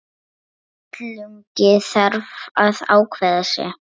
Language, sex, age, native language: Icelandic, female, 9, Lithuanian